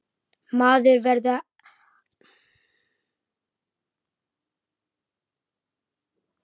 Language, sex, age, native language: Icelandic, male, 11, Icelandic